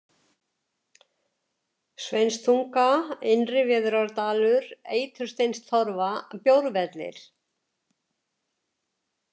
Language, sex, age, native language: Icelandic, female, 70-79, Icelandic